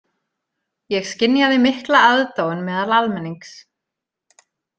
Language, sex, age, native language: Icelandic, female, 30-39, Icelandic